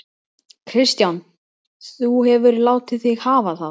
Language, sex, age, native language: Icelandic, male, 12, Icelandic